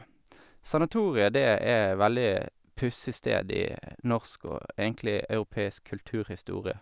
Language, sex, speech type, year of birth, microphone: Norwegian, male, spontaneous, 1983, Sennheiser